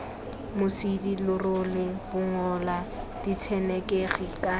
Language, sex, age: Tswana, female, 19